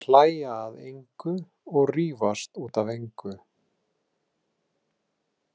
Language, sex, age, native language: Icelandic, male, 30-39, Icelandic